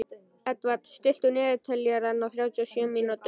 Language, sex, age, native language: Icelandic, male, 11, Icelandic